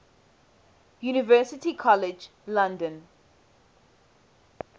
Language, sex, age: English, female, 18